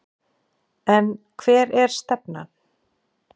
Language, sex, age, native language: Icelandic, female, 40-49, Icelandic